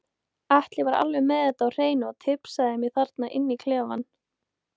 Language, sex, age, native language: Icelandic, female, 18-19, Icelandic